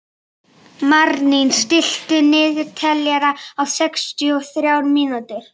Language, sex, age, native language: Icelandic, female, 11, Icelandic